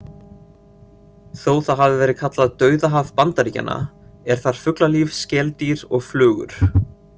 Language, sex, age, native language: Icelandic, male, 30-39, Icelandic